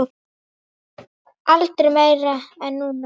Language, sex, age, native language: Icelandic, male, 9, Icelandic